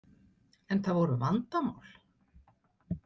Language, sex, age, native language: Icelandic, female, 60-69, Icelandic